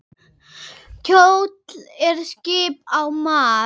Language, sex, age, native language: Icelandic, female, 8, Icelandic